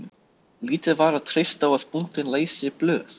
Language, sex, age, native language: Icelandic, male, 13, Icelandic